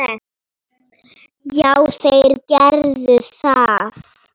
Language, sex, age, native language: Icelandic, female, 9, Polish